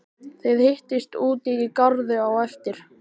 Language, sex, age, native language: Icelandic, male, 13, Icelandic